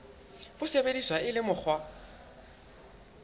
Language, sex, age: Southern Sotho, male, 21